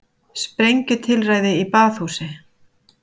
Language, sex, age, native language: Icelandic, female, 50-59, Icelandic